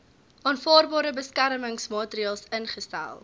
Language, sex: Afrikaans, female